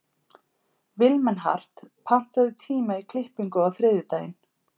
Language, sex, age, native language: Icelandic, female, 50-59, Icelandic